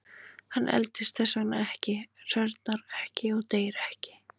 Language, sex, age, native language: Icelandic, female, 20-29, Icelandic